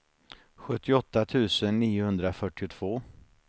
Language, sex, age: Swedish, male, 49